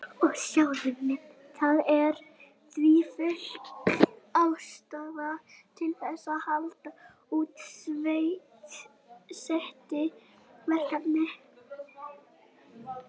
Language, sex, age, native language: Icelandic, female, 18-19, Icelandic